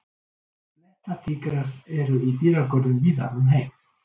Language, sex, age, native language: Icelandic, male, 60-69, Icelandic